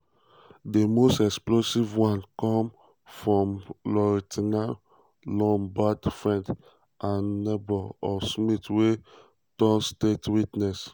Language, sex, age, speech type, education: Nigerian Pidgin, male, 15-29, spontaneous, tertiary